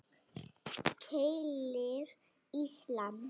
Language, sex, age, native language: Icelandic, female, 9, Icelandic